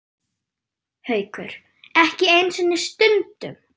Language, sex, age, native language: Icelandic, female, 9, German